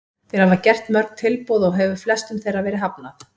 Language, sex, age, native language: Icelandic, female, 50-59, Icelandic